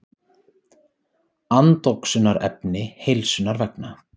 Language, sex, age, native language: Icelandic, male, 30-39, Icelandic